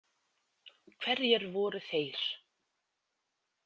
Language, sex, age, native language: Icelandic, female, 20-29, Icelandic